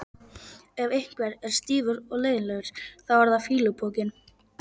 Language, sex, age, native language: Icelandic, male, 11, Polish